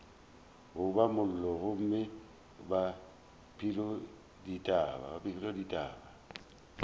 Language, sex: Northern Sotho, male